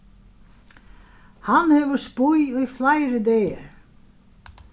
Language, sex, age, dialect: Faroese, female, 61+, Vágar